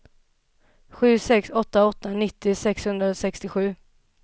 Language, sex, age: Swedish, female, 27